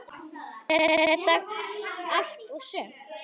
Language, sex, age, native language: Icelandic, female, 10, Icelandic